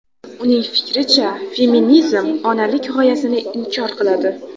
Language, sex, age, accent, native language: Uzbek, female, under 19, Xorazm, Uzbek